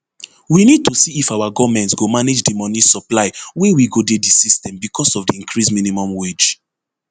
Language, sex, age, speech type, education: Nigerian Pidgin, male, 15-29, spontaneous, tertiary